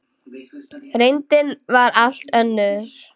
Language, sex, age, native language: Icelandic, female, 10, Icelandic